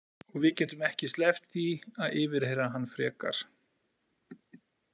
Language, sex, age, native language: Icelandic, male, 40-49, Icelandic